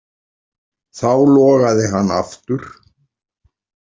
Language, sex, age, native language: Icelandic, male, 40-49, Icelandic